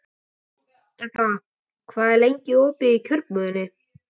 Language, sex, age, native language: Icelandic, male, 12, Icelandic